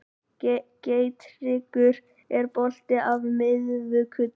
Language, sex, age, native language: Icelandic, male, 18-19, Icelandic